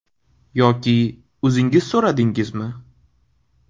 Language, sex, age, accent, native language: Uzbek, male, 18-24, Qashqadaryo, Uzbek